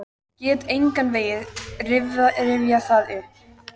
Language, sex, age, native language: Icelandic, female, 14, Icelandic